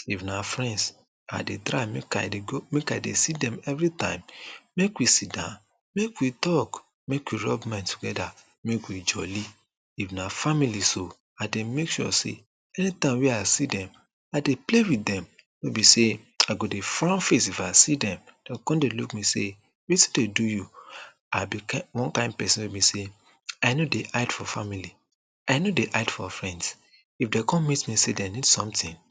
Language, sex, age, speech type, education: Nigerian Pidgin, male, 30-45, spontaneous, tertiary